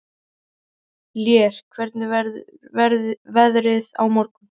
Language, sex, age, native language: Icelandic, male, 13, Icelandic